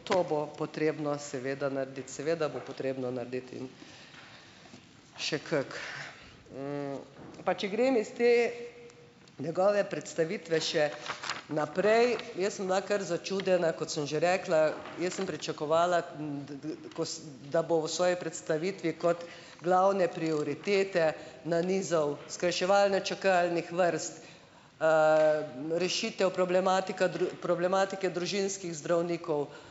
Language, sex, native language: Slovenian, female, Slovenian